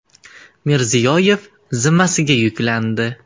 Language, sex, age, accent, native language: Uzbek, male, 19-29, Andijon, Uzbek